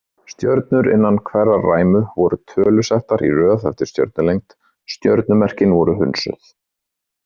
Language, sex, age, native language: Icelandic, male, 30-39, Icelandic